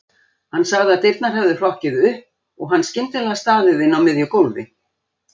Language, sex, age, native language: Icelandic, female, 60-69, Icelandic